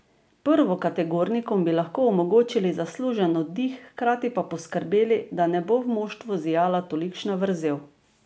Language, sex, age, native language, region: Slovenian, female, 50-59, Slovenian, Drava region